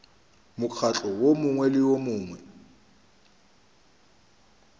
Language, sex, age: Northern Sotho, male, 29